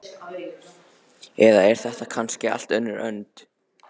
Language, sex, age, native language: Icelandic, other, 13, Icelandic